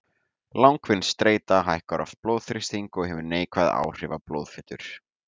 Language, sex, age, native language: Icelandic, male, 18-19, Icelandic